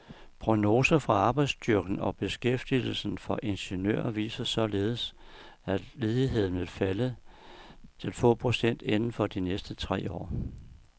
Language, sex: Danish, male